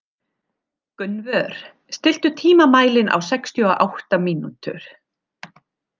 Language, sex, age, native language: Icelandic, female, 40-49, German